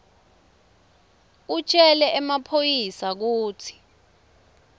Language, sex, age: Swati, female, 24